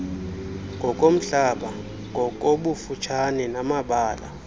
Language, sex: Xhosa, male